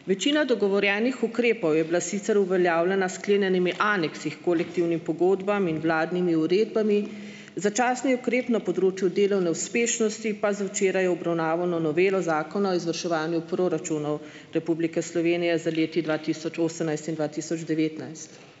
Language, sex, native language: Slovenian, female, Slovenian